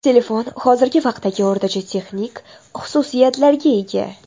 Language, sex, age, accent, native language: Uzbek, female, 12-17, Toshkent shahri, Uzbek